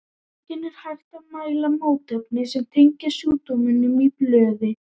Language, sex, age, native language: Icelandic, female, 18-19, Icelandic